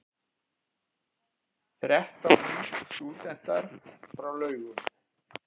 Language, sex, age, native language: Icelandic, male, 50-59, Icelandic